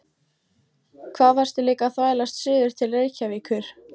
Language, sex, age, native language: Icelandic, female, 14, Icelandic